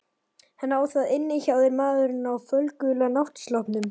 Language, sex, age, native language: Icelandic, male, 12, Icelandic